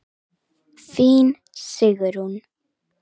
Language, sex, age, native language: Icelandic, female, 10, Icelandic